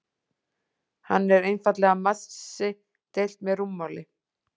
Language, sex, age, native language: Icelandic, female, 40-49, Icelandic